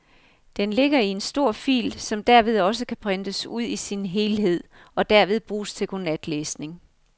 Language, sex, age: Danish, female, 55